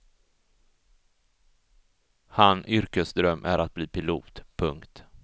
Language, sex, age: Swedish, male, 34